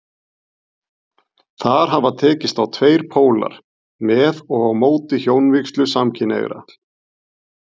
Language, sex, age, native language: Icelandic, male, 40-49, Icelandic